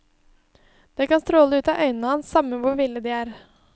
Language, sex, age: Norwegian, female, 20